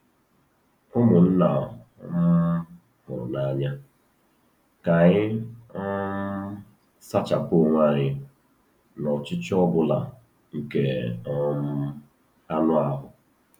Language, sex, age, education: Igbo, male, 30-45, tertiary